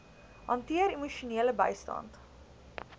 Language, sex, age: Afrikaans, female, 19